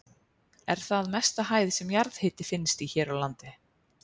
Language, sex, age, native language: Icelandic, female, 30-39, Icelandic